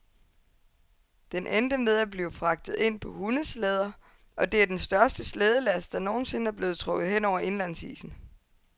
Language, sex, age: Danish, female, 22